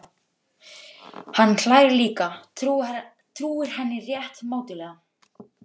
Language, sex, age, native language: Icelandic, male, 12, Icelandic